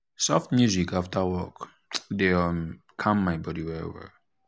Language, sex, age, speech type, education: Nigerian Pidgin, male, 15-29, spontaneous, tertiary